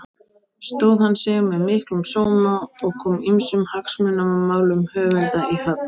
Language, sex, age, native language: Icelandic, female, 18-19, Icelandic